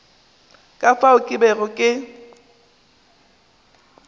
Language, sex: Northern Sotho, female